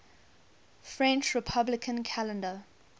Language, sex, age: English, female, 21